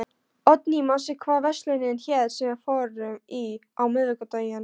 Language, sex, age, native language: Icelandic, female, 13, Polish